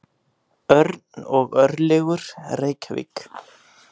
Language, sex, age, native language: Icelandic, male, 18-19, Icelandic